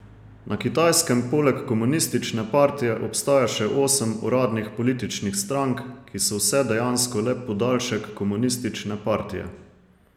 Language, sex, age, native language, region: Slovenian, male, 30-49, Slovenian, Savinja region